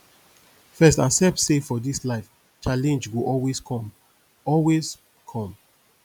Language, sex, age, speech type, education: Nigerian Pidgin, male, 30-45, spontaneous, tertiary